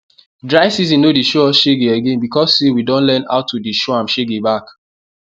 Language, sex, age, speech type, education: Nigerian Pidgin, male, 15-29, spontaneous, tertiary